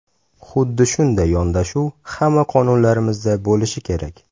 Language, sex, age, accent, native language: Uzbek, male, 18-24, Toshkent shahri, Uzbek